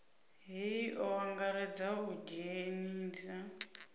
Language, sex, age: Venda, female, 26